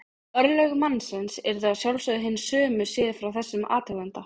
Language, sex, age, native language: Icelandic, female, 20-29, Icelandic